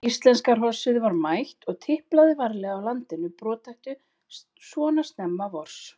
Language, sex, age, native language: Icelandic, female, 40-49, Icelandic